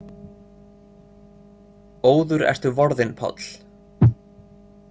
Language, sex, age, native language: Icelandic, male, 30-39, Icelandic